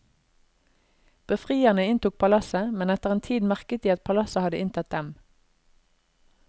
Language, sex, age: Norwegian, female, 32